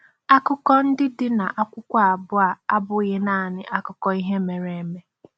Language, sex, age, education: Igbo, female, 15-29, tertiary